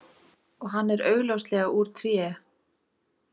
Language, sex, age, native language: Icelandic, female, 20-29, Icelandic